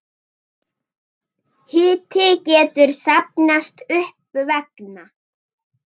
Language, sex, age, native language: Icelandic, female, 9, Icelandic